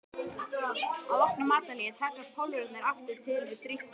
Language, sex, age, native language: Icelandic, male, 12, Icelandic